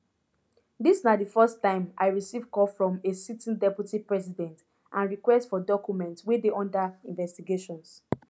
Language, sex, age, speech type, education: Nigerian Pidgin, female, 15-29, spontaneous, tertiary